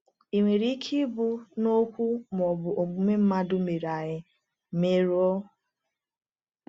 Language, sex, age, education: Igbo, female, 30-45, tertiary